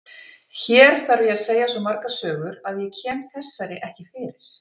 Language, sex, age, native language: Icelandic, female, 50-59, Icelandic